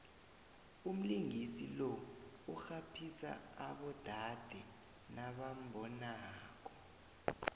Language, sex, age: South Ndebele, male, 20